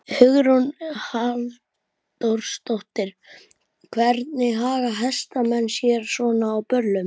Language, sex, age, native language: Icelandic, male, 12, Icelandic